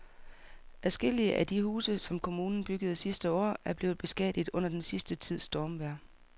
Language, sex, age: Danish, female, 44